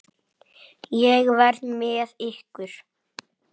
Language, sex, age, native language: Icelandic, male, 8, Icelandic